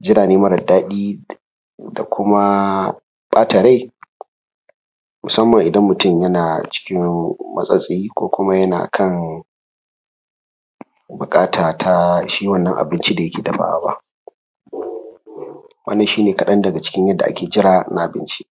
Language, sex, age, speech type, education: Hausa, male, 30-45, spontaneous, primary